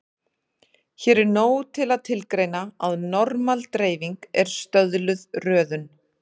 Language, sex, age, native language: Icelandic, female, 30-39, Icelandic